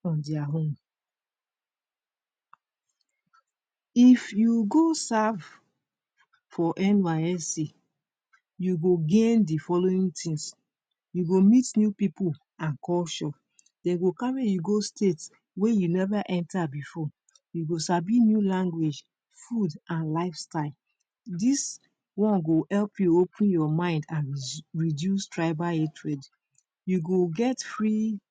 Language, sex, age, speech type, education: Nigerian Pidgin, female, 46-60, spontaneous, tertiary